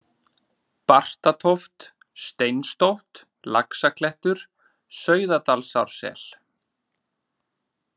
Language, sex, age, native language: Icelandic, male, 30-39, Icelandic